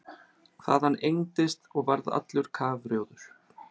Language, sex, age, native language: Icelandic, male, 30-39, Icelandic